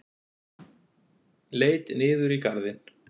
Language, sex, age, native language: Icelandic, male, 40-49, Icelandic